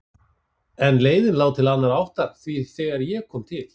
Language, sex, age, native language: Icelandic, male, 40-49, Icelandic